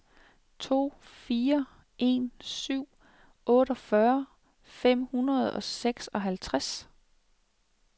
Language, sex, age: Danish, female, 36